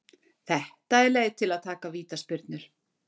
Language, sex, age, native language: Icelandic, female, 60-69, Icelandic